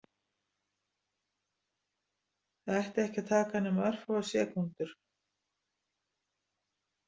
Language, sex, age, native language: Icelandic, female, 60-69, Icelandic